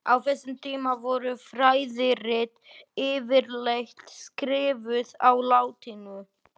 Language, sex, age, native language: Icelandic, male, 20-29, Icelandic